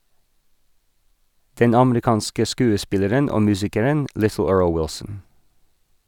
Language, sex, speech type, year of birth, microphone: Norwegian, male, read, 1981, Sennheiser